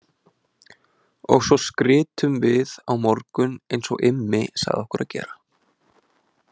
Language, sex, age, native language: Icelandic, male, 20-29, Icelandic